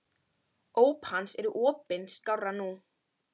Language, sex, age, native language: Icelandic, female, 13, Icelandic